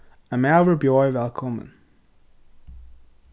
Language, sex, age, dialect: Faroese, male, 15-35, Suðurstreymoy